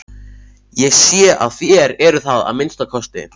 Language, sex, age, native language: Icelandic, male, 14, Icelandic